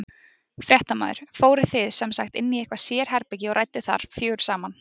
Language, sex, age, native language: Icelandic, female, 20-29, Icelandic